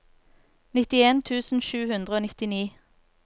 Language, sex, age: Norwegian, female, 24